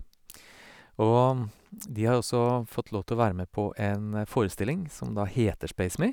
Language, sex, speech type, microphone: Norwegian, male, spontaneous, Sennheiser